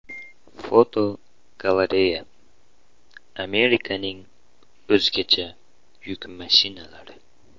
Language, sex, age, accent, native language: Uzbek, male, 18-24, Andijon, Uzbek